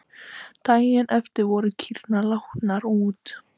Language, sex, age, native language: Icelandic, female, 13, Icelandic